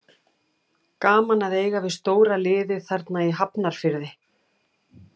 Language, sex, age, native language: Icelandic, female, 18-19, Icelandic